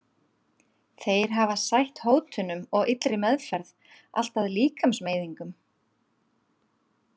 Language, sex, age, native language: Icelandic, female, 30-39, Icelandic